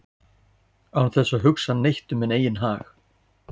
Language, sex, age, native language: Icelandic, male, 40-49, Icelandic